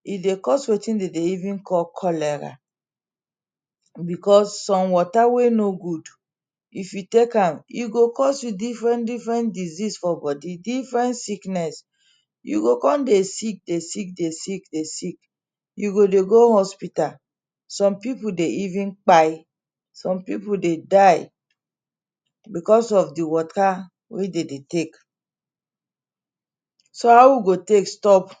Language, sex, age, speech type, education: Nigerian Pidgin, female, 30-45, spontaneous, tertiary